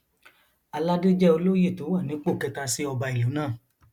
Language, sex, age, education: Yoruba, male, 30-45, tertiary